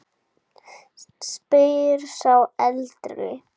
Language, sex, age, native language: Icelandic, female, 7, Icelandic